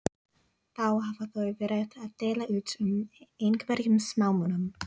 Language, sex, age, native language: Icelandic, other, 18-19, English